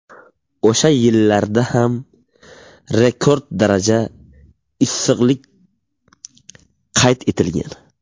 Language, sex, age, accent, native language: Uzbek, male, 19-29, Buxoro, Uzbek